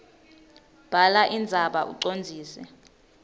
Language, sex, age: Swati, female, 19